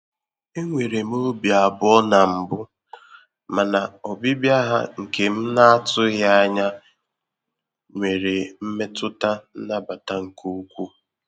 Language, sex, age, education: Igbo, female, 30-45, tertiary